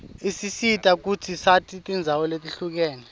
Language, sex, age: Swati, male, 23